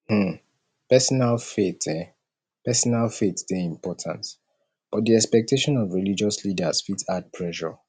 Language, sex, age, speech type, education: Nigerian Pidgin, male, 30-45, spontaneous, tertiary